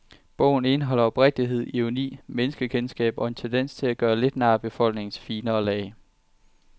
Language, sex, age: Danish, male, 23